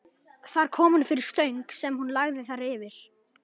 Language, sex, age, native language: Icelandic, male, 11, Icelandic